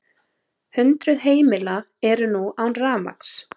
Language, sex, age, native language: Icelandic, female, 30-39, Icelandic